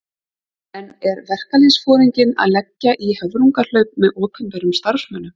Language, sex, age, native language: Icelandic, female, 30-39, Icelandic